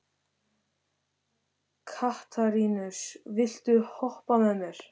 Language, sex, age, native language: Icelandic, male, 13, Icelandic